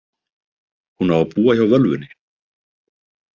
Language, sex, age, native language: Icelandic, male, 30-39, Icelandic